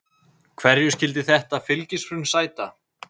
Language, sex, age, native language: Icelandic, male, 30-39, Icelandic